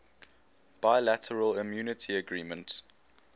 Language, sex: English, male